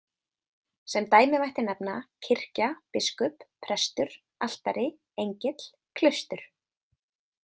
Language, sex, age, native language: Icelandic, female, 20-29, Icelandic